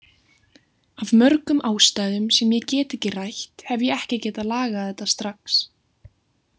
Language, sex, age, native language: Icelandic, female, 18-19, Icelandic